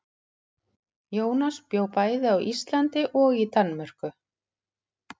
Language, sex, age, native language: Icelandic, female, 40-49, Icelandic